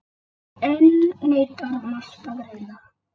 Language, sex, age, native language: Icelandic, male, 8, Icelandic